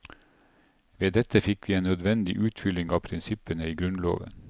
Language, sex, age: Norwegian, male, 47